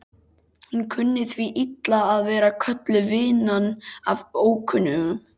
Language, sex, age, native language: Icelandic, male, 13, Icelandic